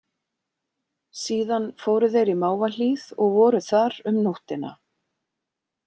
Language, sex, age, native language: Icelandic, female, 40-49, Icelandic